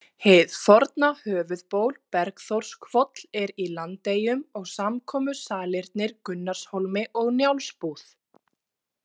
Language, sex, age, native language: Icelandic, female, 30-39, Icelandic